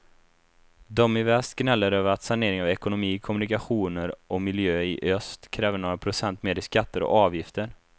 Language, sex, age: Swedish, male, 24